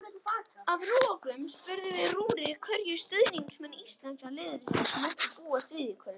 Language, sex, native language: Icelandic, male, Icelandic